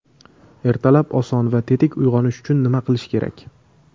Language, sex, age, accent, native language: Uzbek, male, 18-24, Andijon, Uzbek